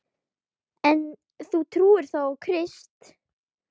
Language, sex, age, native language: Icelandic, female, 12, Icelandic